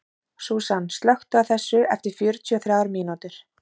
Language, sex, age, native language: Icelandic, female, 30-39, Icelandic